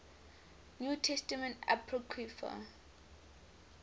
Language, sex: English, female